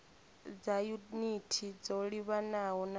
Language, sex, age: Venda, female, 24